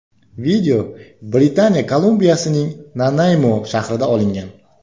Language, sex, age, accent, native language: Uzbek, male, 25-34, Toshkent viloyati, Uzbek